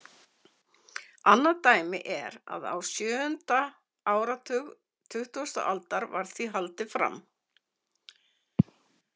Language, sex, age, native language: Icelandic, female, 50-59, Icelandic